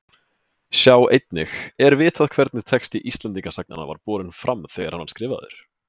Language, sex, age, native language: Icelandic, male, 20-29, Icelandic